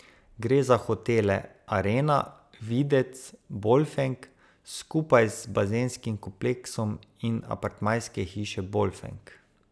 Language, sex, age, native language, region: Slovenian, male, 30-49, Slovenian, Savinja region